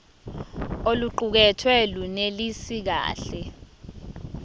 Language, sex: Zulu, female